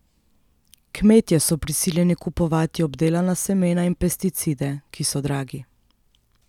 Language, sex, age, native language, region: Slovenian, female, 30-49, Slovenian, Central Slovenia